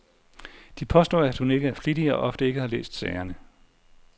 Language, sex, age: Danish, male, 40